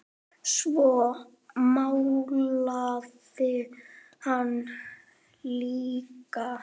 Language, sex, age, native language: Icelandic, female, 9, Icelandic